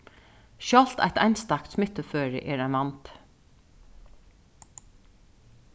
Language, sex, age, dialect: Faroese, female, 36-60, Suðuroy